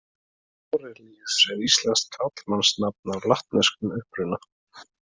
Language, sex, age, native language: Icelandic, male, 20-29, Icelandic